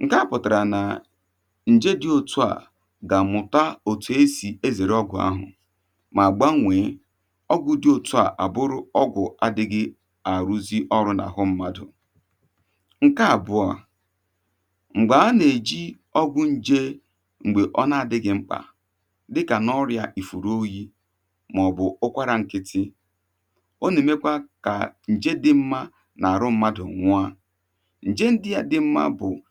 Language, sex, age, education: Igbo, male, 30-45, tertiary